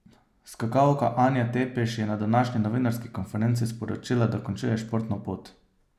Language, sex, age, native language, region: Slovenian, male, 30-49, Slovenian, Savinja region